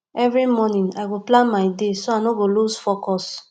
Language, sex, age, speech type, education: Nigerian Pidgin, female, 15-29, spontaneous, tertiary